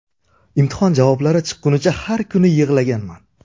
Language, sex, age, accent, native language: Uzbek, male, 25-34, Surxondaryo, Uzbek